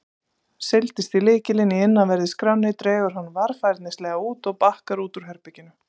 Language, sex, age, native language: Icelandic, female, 30-39, Icelandic